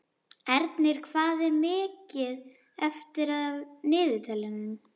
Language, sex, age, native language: Icelandic, female, 11, Icelandic